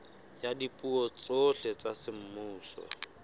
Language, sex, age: Southern Sotho, male, 23